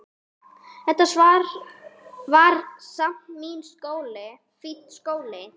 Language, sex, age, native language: Icelandic, female, 6, Icelandic